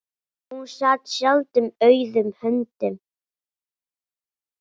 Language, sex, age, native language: Icelandic, female, 9, Icelandic